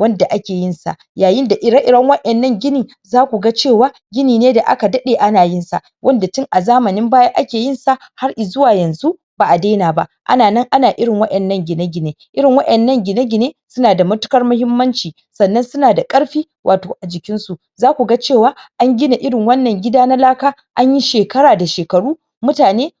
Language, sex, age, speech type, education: Hausa, female, 30-45, spontaneous, tertiary